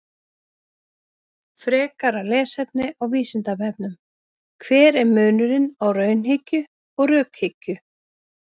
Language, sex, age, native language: Icelandic, female, 50-59, Icelandic